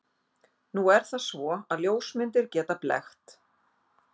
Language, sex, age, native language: Icelandic, female, 50-59, Icelandic